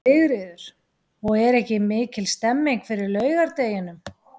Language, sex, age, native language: Icelandic, female, 40-49, Icelandic